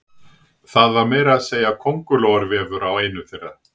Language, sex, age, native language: Icelandic, male, 60-69, Icelandic